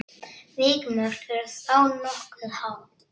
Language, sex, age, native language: Icelandic, male, 6, Icelandic